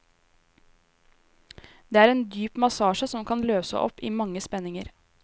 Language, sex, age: Norwegian, female, 23